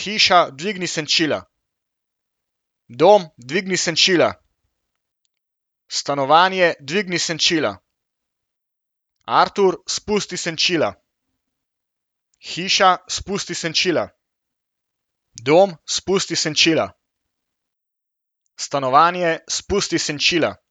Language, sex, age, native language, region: Slovenian, male, 18-29, Slovenian, Central Slovenia